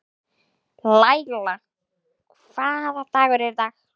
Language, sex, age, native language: Icelandic, female, 11, Icelandic